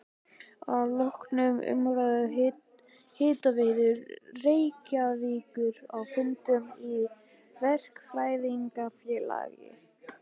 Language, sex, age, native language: Icelandic, male, 15, Icelandic